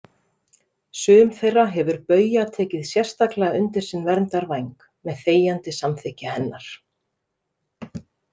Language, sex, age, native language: Icelandic, female, 30-39, Icelandic